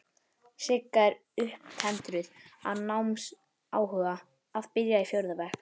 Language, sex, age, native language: Icelandic, male, 11, Icelandic